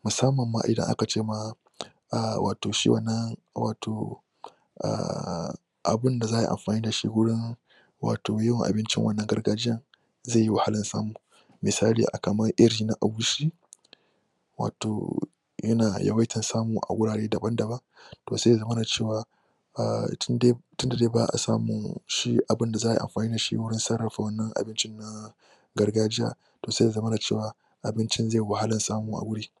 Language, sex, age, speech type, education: Hausa, male, 15-29, spontaneous, tertiary